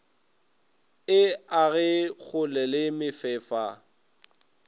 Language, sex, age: Northern Sotho, male, 22